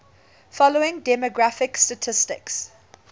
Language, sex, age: English, female, 20